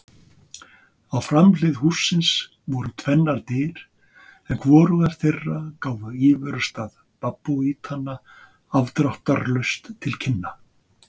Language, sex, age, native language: Icelandic, male, 60-69, Icelandic